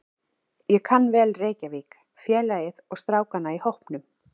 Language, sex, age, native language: Icelandic, female, 40-49, Icelandic